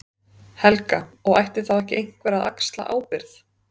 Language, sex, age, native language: Icelandic, female, 30-39, Icelandic